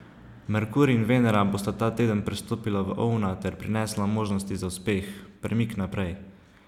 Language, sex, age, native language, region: Slovenian, male, 18-29, Slovenian, Savinja region